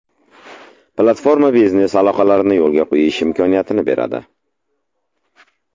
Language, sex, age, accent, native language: Uzbek, male, 25-34, Samarqand, Uzbek